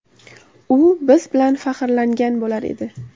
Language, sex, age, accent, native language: Uzbek, female, 18-24, Samarqand, Uzbek